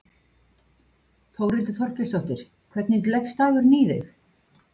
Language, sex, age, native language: Icelandic, female, 50-59, Icelandic